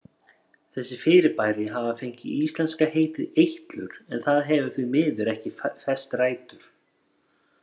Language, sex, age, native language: Icelandic, male, 30-39, Icelandic